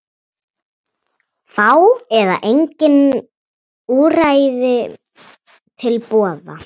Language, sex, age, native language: Icelandic, female, 30-39, Icelandic